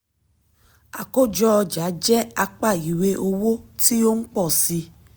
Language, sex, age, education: Yoruba, female, 30-45, tertiary